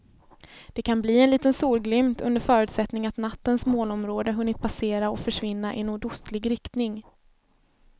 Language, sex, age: Swedish, female, 24